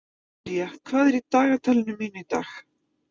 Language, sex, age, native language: Icelandic, female, 50-59, Icelandic